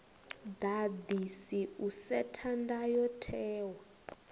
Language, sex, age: Venda, female, 21